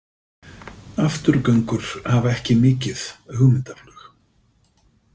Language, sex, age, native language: Icelandic, male, 50-59, Icelandic